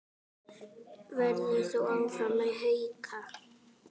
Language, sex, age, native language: Icelandic, female, 8, Icelandic